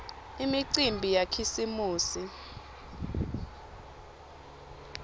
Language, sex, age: Swati, female, 20